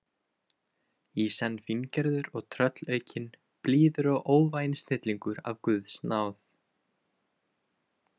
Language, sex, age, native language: Icelandic, male, 20-29, Icelandic